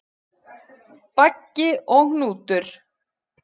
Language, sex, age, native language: Icelandic, female, 40-49, Icelandic